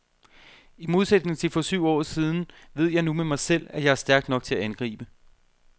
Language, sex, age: Danish, male, 32